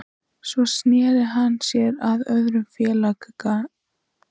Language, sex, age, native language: Icelandic, female, 14, Icelandic